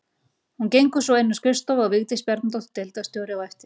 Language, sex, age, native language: Icelandic, female, 40-49, Icelandic